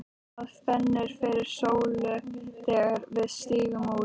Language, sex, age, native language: Icelandic, other, 13, Icelandic